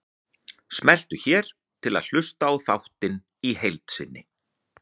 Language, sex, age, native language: Icelandic, male, 40-49, Icelandic